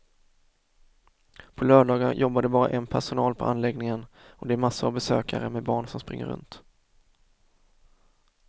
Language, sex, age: Swedish, male, 24